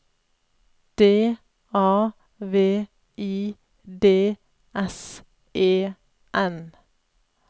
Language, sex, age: Norwegian, female, 31